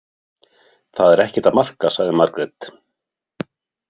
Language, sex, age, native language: Icelandic, male, 50-59, Icelandic